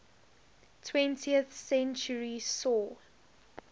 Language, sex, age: English, female, 20